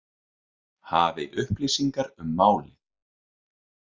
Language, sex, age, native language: Icelandic, male, 30-39, Icelandic